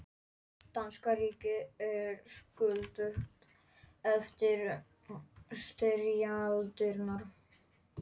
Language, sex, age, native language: Icelandic, male, 11, Polish